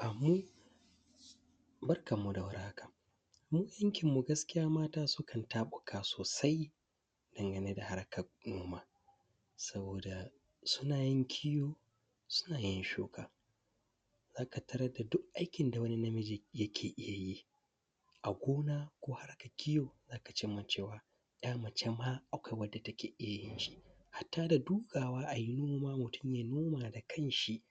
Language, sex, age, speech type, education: Hausa, male, 15-29, spontaneous, primary